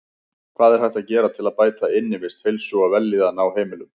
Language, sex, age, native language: Icelandic, male, 50-59, Icelandic